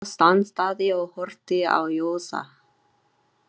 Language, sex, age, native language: Icelandic, female, 30-39, Chinese